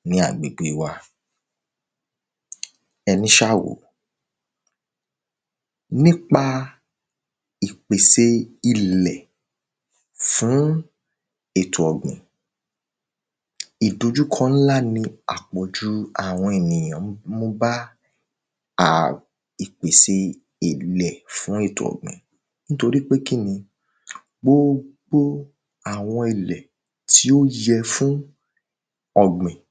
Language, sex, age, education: Yoruba, male, 15-29, tertiary